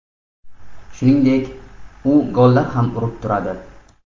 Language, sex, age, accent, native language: Uzbek, male, 25-34, Namangan, Uzbek